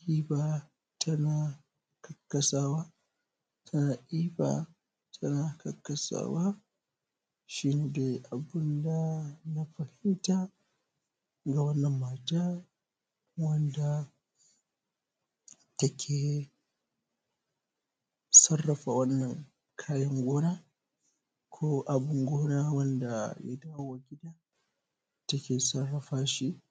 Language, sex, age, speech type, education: Hausa, male, 15-29, spontaneous, primary